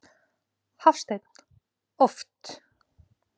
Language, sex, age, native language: Icelandic, female, 20-29, Icelandic